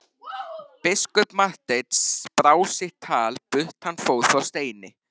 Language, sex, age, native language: Icelandic, male, 13, Icelandic